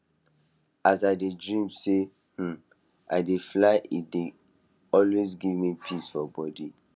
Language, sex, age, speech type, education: Nigerian Pidgin, male, 15-29, spontaneous, tertiary